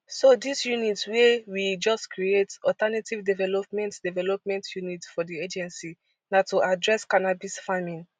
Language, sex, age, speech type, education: Nigerian Pidgin, female, 15-29, spontaneous, tertiary